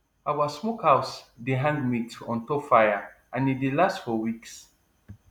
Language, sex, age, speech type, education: Nigerian Pidgin, male, 15-29, spontaneous, tertiary